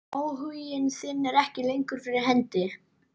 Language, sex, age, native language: Icelandic, male, 12, Icelandic